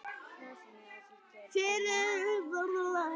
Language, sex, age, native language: Icelandic, female, 9, Icelandic